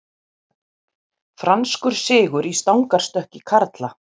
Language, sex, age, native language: Icelandic, female, 50-59, Icelandic